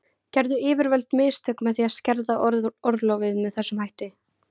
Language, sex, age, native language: Icelandic, female, 20-29, Icelandic